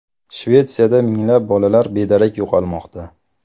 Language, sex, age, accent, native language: Uzbek, male, 25-34, Farg'ona, Uzbek